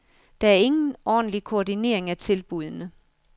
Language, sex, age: Danish, female, 55